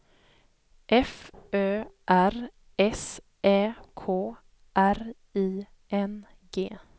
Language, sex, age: Swedish, female, 23